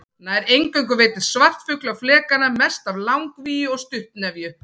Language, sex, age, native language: Icelandic, female, 40-49, Icelandic